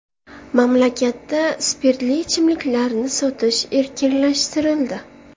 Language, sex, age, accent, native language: Uzbek, female, 18-24, Navoiy, Uzbek